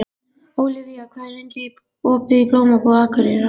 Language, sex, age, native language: Icelandic, female, 11, Icelandic